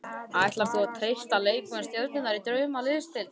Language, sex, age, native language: Icelandic, male, 11, Icelandic